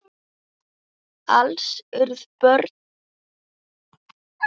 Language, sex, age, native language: Icelandic, male, 8, Icelandic